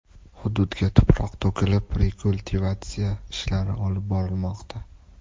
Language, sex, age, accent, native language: Uzbek, male, 18-24, Toshkent shahri, Uzbek